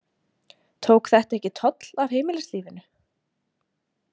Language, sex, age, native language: Icelandic, female, 20-29, Icelandic